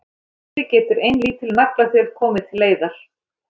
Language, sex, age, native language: Icelandic, female, 13, Icelandic